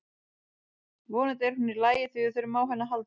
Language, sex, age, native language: Icelandic, female, 30-39, Icelandic